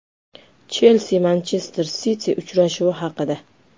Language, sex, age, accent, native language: Uzbek, female, 35+, Farg'ona, Uzbek